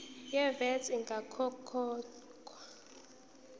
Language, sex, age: Zulu, female, 19